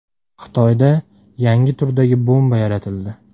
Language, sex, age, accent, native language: Uzbek, male, 19-29, Namangan, Uzbek